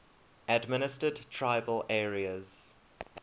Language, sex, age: English, male, 21